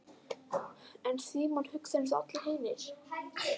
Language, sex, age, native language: Icelandic, female, 11, Icelandic